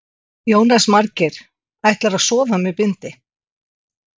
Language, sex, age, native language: Icelandic, female, 60-69, Icelandic